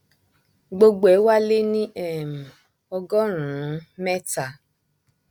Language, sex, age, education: Yoruba, female, 30-45, tertiary